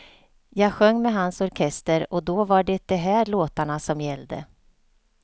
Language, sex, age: Swedish, female, 48